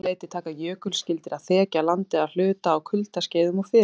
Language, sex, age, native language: Icelandic, female, 20-29, Icelandic